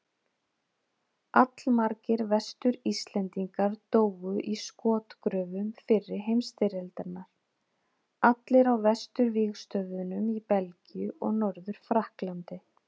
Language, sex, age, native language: Icelandic, female, 30-39, Icelandic